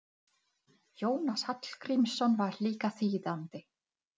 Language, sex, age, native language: Icelandic, female, 40-49, Czech